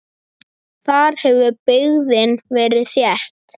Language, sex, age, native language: Icelandic, male, 9, Icelandic